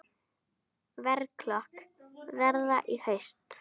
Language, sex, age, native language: Icelandic, female, 10, Icelandic